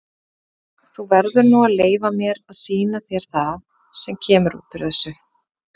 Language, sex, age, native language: Icelandic, female, 30-39, Icelandic